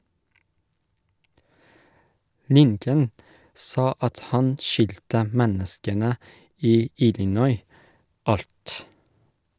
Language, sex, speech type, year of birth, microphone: Norwegian, male, read, 1981, Shure